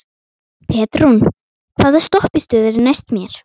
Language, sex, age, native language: Icelandic, female, 12, Icelandic